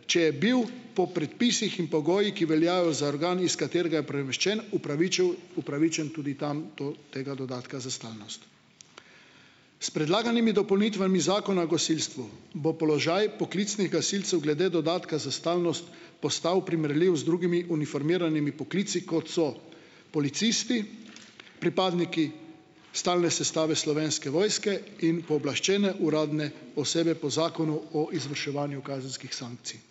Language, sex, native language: Slovenian, male, Slovenian